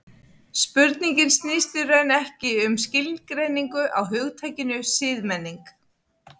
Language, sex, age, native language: Icelandic, female, 50-59, Icelandic